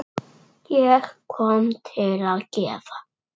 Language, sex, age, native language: Icelandic, male, 6, Icelandic